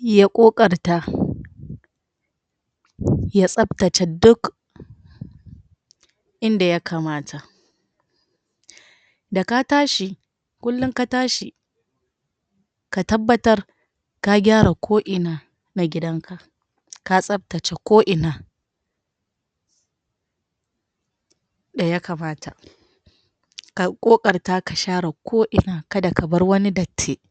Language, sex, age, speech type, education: Hausa, female, 60+, spontaneous, tertiary